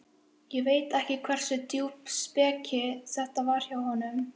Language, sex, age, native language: Icelandic, female, 11, Icelandic